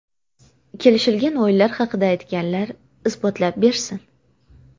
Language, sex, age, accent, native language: Uzbek, female, 18-24, Toshkent viloyati, Uzbek